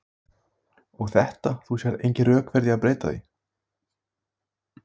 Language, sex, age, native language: Icelandic, male, 18-19, Icelandic